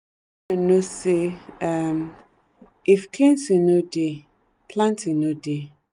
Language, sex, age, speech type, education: Nigerian Pidgin, female, 30-45, spontaneous, tertiary